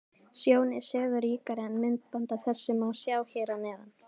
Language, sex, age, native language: Icelandic, female, 18-19, Icelandic